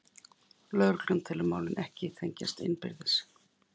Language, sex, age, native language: Icelandic, female, 50-59, Icelandic